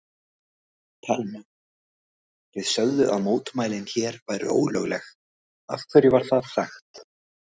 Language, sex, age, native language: Icelandic, other, 18-19, Icelandic